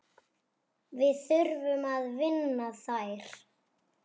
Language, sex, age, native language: Icelandic, female, 6, Icelandic